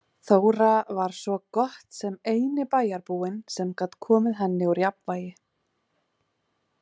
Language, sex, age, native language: Icelandic, female, 30-39, Icelandic